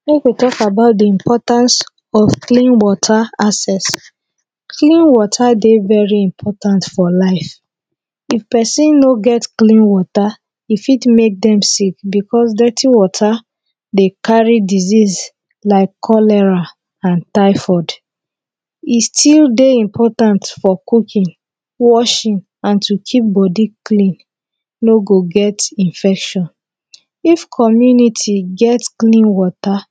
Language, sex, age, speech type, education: Nigerian Pidgin, female, 30-45, spontaneous, tertiary